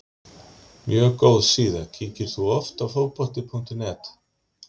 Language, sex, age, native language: Icelandic, male, 50-59, Icelandic